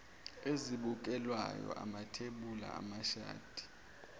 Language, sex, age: Zulu, male, 23